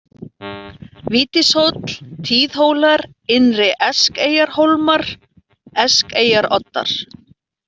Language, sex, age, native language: Icelandic, female, 40-49, Icelandic